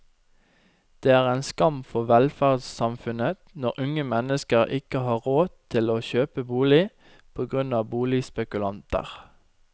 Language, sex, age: Norwegian, male, 29